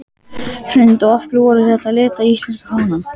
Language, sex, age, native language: Icelandic, male, 12, Icelandic